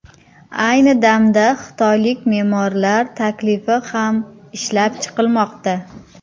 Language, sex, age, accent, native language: Uzbek, female, 30-39, Qoraqalpog'iston, Uzbek